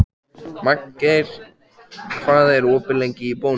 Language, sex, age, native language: Icelandic, male, 14, Icelandic